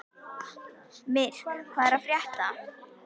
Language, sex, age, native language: Icelandic, female, 11, Icelandic